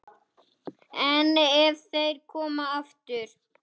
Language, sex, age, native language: Icelandic, male, 8, Icelandic